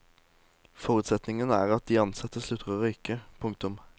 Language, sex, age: Norwegian, male, 18